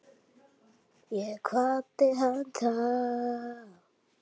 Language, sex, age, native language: Icelandic, male, 7, Icelandic